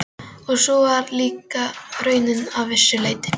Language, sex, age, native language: Icelandic, female, 12, Icelandic